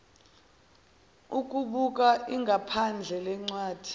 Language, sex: Zulu, female